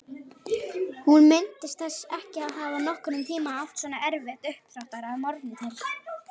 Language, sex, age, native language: Icelandic, female, 18-19, Icelandic